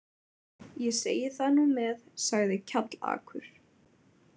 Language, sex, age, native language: Icelandic, female, 20-29, Icelandic